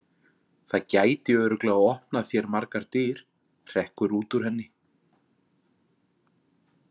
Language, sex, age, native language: Icelandic, male, 40-49, Icelandic